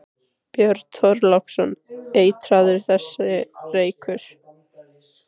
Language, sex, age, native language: Icelandic, female, 15, Icelandic